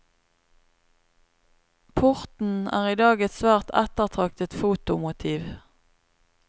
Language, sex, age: Norwegian, female, 36